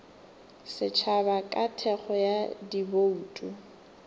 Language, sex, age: Northern Sotho, female, 18